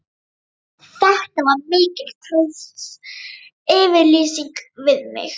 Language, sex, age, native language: Icelandic, female, 12, Icelandic